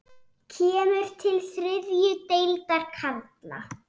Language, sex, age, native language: Icelandic, female, 7, Icelandic